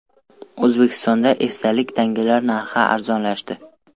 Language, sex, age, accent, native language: Uzbek, male, 12-17, Toshkent viloyati, Uzbek